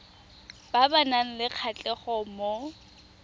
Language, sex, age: Tswana, female, 20